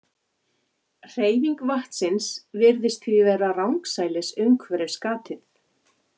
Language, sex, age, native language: Icelandic, female, 40-49, Icelandic